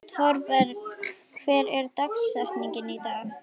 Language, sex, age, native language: Icelandic, female, 11, Icelandic